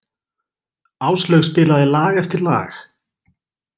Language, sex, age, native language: Icelandic, male, 20-29, Icelandic